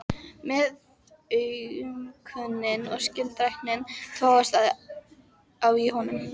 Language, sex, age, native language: Icelandic, female, 12, Icelandic